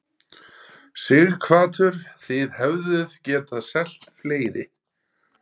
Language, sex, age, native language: Icelandic, male, 30-39, Icelandic